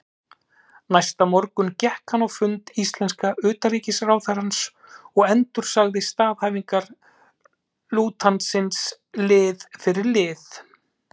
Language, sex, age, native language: Icelandic, male, 30-39, Icelandic